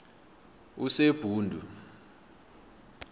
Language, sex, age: South Ndebele, male, 23